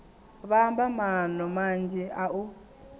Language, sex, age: Venda, female, 19